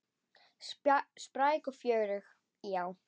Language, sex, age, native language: Icelandic, female, 10, Icelandic